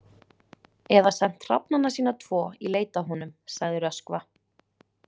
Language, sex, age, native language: Icelandic, female, 20-29, Icelandic